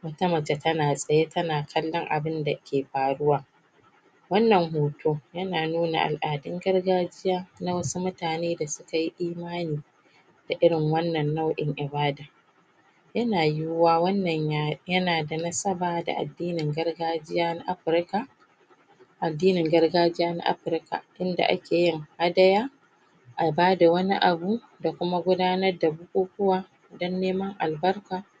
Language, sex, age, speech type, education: Hausa, female, 30-45, spontaneous, tertiary